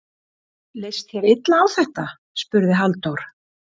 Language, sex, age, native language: Icelandic, female, 60-69, Icelandic